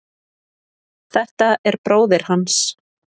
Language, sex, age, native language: Icelandic, female, 30-39, Icelandic